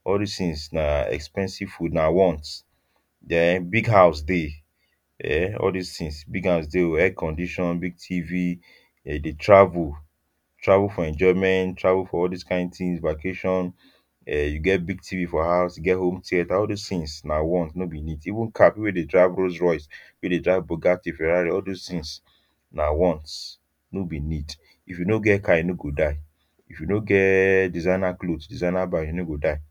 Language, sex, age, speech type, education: Nigerian Pidgin, male, 15-29, spontaneous, tertiary